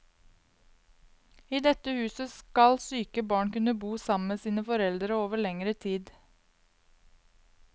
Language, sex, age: Norwegian, female, 22